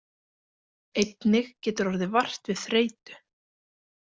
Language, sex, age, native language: Icelandic, female, 20-29, Icelandic